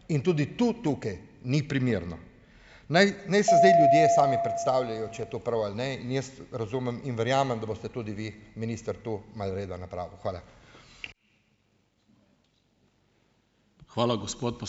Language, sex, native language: Slovenian, male, Slovenian